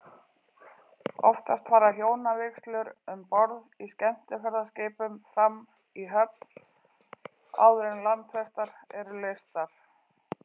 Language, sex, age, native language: Icelandic, female, 40-49, Icelandic